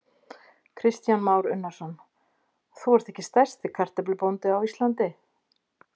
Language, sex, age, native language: Icelandic, female, 50-59, Icelandic